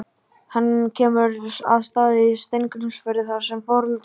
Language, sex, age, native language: Icelandic, male, 12, Icelandic